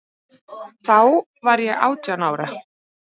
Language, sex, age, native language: Icelandic, female, 30-39, Icelandic